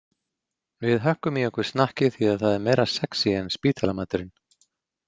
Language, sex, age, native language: Icelandic, male, 40-49, Icelandic